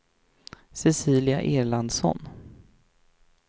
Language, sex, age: Swedish, male, 23